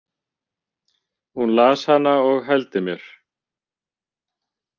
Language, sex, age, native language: Icelandic, male, 50-59, Icelandic